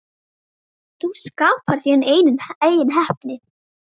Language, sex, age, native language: Icelandic, female, 10, Icelandic